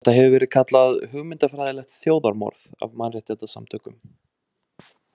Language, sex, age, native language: Icelandic, male, 20-29, Icelandic